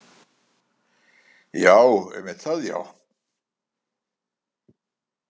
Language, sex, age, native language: Icelandic, male, 70-79, Icelandic